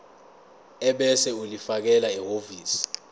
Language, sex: Zulu, male